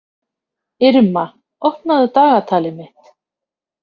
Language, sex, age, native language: Icelandic, female, 50-59, Icelandic